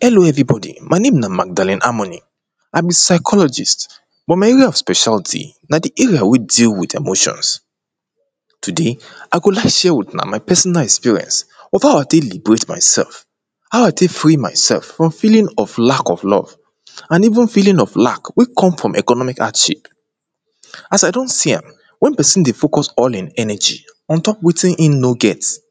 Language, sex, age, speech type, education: Nigerian Pidgin, male, 30-45, spontaneous, tertiary